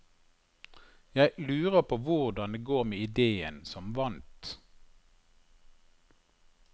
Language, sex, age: Norwegian, male, 51